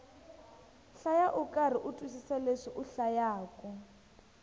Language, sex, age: Tsonga, female, 19